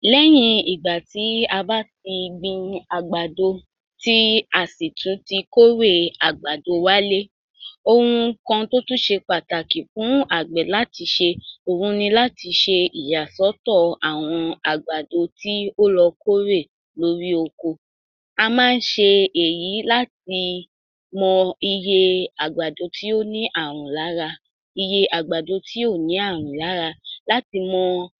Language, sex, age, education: Yoruba, female, 46-60, tertiary